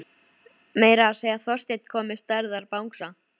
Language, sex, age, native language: Icelandic, female, 13, Icelandic